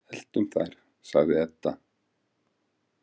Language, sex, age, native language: Icelandic, male, 50-59, Icelandic